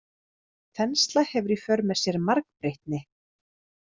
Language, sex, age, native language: Icelandic, female, 30-39, Icelandic